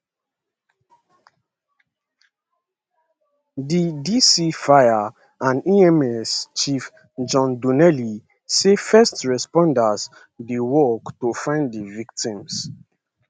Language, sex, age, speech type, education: Nigerian Pidgin, male, 15-29, spontaneous, secondary